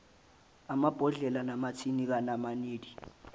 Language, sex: Zulu, male